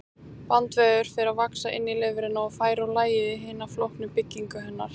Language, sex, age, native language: Icelandic, female, 18-19, Icelandic